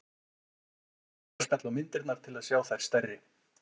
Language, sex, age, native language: Icelandic, male, 40-49, Icelandic